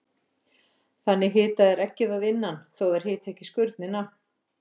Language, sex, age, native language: Icelandic, female, 50-59, Icelandic